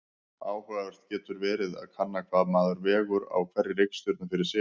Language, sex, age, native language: Icelandic, male, 50-59, Icelandic